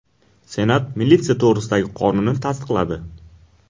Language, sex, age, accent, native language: Uzbek, male, 18-24, Qashqadaryo, Uzbek